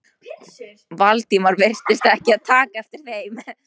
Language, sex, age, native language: Icelandic, female, 18-19, Polish